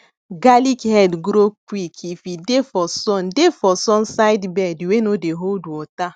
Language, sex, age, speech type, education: Nigerian Pidgin, female, 15-29, spontaneous, tertiary